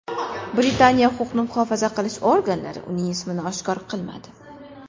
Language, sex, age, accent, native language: Uzbek, female, 19-29, Qashqadaryo, Uzbek